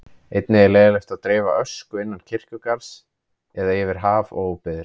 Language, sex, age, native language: Icelandic, male, 30-39, Icelandic